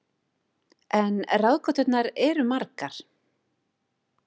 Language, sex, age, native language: Icelandic, female, 40-49, Icelandic